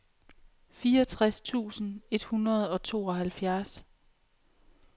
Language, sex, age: Danish, female, 28